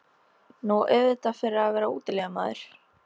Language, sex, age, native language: Icelandic, female, 13, Icelandic